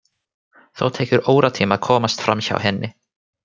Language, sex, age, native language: Icelandic, male, 18-19, Finnish